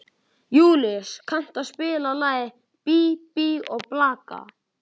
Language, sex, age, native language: Icelandic, male, 11, Icelandic